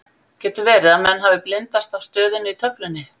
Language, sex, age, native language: Icelandic, female, 50-59, Icelandic